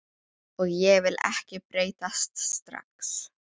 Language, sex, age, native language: Icelandic, female, 12, Icelandic